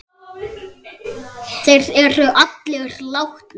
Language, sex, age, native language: Icelandic, male, 8, Icelandic